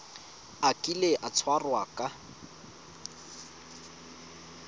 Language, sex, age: Tswana, male, 25